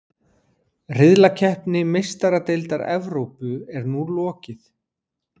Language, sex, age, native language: Icelandic, male, 40-49, Icelandic